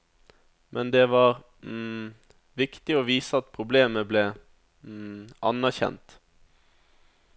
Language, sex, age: Norwegian, male, 27